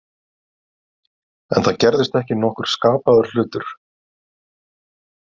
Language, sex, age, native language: Icelandic, male, 30-39, Icelandic